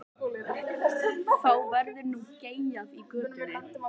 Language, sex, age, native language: Icelandic, female, 13, Icelandic